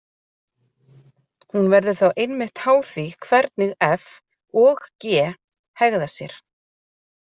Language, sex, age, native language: Icelandic, female, 40-49, Icelandic